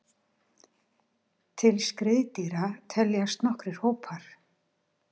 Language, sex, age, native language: Icelandic, female, 60-69, Icelandic